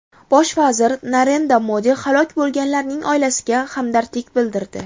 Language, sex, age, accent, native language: Uzbek, female, 19-29, Farg'ona, Uzbek